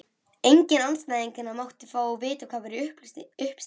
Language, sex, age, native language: Icelandic, female, 11, Icelandic